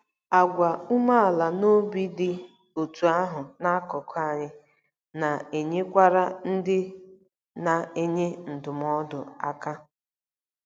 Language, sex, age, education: Igbo, female, 30-45, tertiary